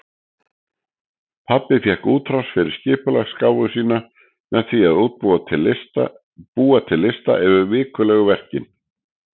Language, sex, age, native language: Icelandic, male, 60-69, Icelandic